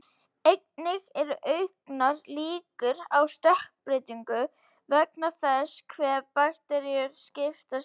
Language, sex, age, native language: Icelandic, female, 18-19, Icelandic